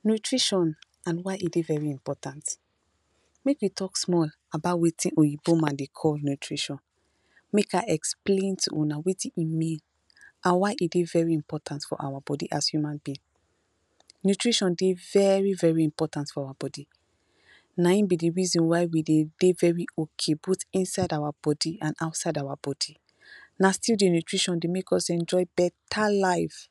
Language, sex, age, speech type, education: Nigerian Pidgin, female, 15-29, spontaneous, tertiary